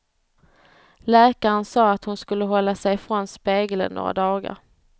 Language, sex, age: Swedish, female, 30